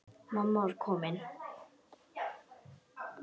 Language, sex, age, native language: Icelandic, male, 10, Icelandic